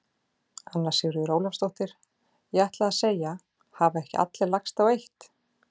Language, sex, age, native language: Icelandic, female, 40-49, Icelandic